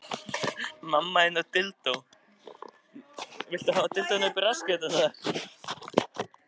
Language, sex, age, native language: Icelandic, male, 13, Icelandic